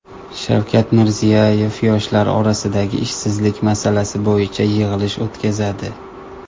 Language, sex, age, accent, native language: Uzbek, male, 19-29, Toshkent shahri, Uzbek